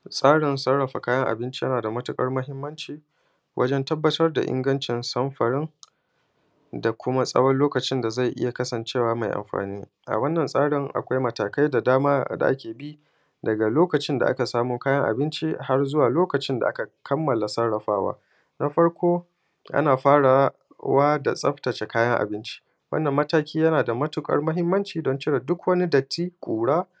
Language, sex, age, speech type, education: Hausa, male, 15-29, spontaneous, primary